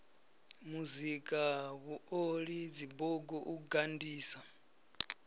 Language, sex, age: Venda, male, 34